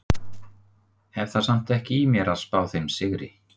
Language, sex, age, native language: Icelandic, male, 50-59, Icelandic